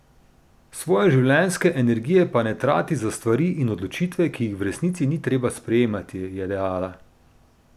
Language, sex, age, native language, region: Slovenian, male, 30-49, Slovenian, Drava region